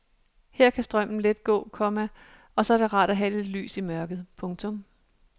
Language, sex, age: Danish, female, 37